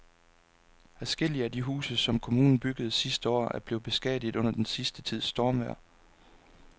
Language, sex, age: Danish, male, 26